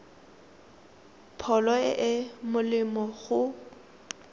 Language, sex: Tswana, female